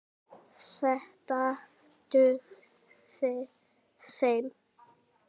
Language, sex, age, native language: Icelandic, female, 9, Icelandic